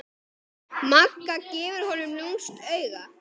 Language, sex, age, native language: Icelandic, male, 10, Icelandic